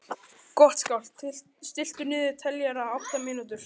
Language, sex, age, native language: Icelandic, male, 12, Icelandic